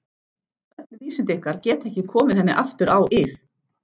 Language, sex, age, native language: Icelandic, female, 14, Icelandic